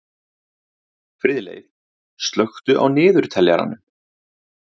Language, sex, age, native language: Icelandic, male, 30-39, Icelandic